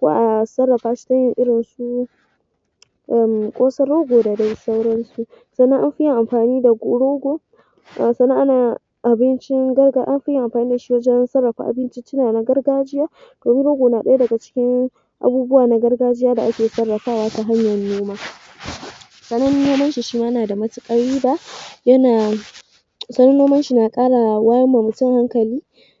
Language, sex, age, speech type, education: Hausa, female, 46-60, spontaneous, tertiary